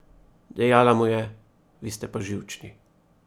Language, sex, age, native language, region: Slovenian, male, 30-49, Slovenian, Primorsko-notranjska region